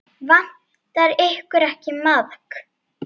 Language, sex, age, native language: Icelandic, female, 8, Icelandic